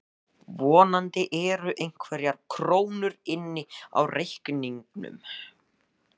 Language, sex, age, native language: Icelandic, male, 14, Icelandic